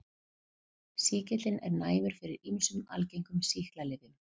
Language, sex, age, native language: Icelandic, female, 40-49, Icelandic